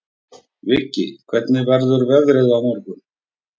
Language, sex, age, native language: Icelandic, male, 40-49, Icelandic